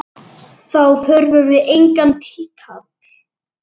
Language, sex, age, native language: Icelandic, male, 8, Icelandic